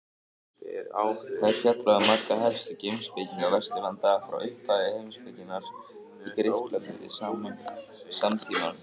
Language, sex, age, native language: Icelandic, male, 18-19, Icelandic